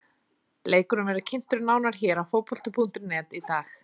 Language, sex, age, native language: Icelandic, female, 30-39, Icelandic